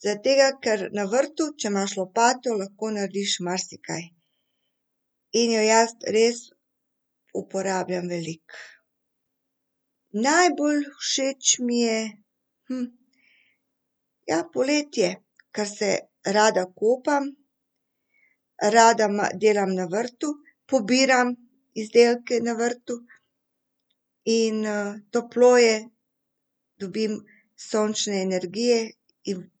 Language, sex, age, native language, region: Slovenian, female, 50-59, Serbian, Central Slovenia